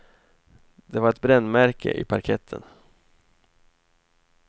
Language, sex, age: Swedish, male, 28